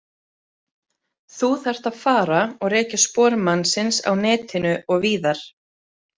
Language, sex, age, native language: Icelandic, female, 30-39, Icelandic